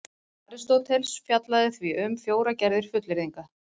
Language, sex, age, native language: Icelandic, female, 40-49, Icelandic